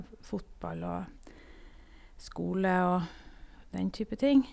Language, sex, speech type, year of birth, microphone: Norwegian, female, spontaneous, 1972, Sennheiser